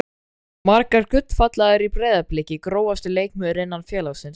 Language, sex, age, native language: Icelandic, male, 13, Icelandic